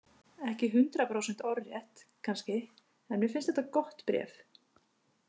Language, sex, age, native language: Icelandic, female, 50-59, Icelandic